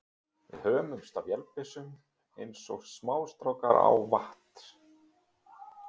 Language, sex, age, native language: Icelandic, male, 30-39, Icelandic